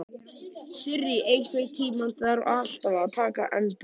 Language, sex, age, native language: Icelandic, male, 13, Icelandic